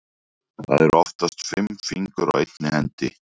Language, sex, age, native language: Icelandic, male, 40-49, Icelandic